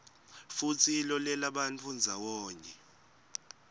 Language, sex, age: Swati, male, 18